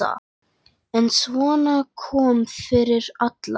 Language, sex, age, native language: Icelandic, male, 10, Icelandic